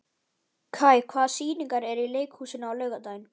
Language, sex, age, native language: Icelandic, male, 11, Icelandic